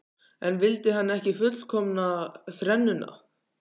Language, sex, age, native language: Icelandic, male, 14, Icelandic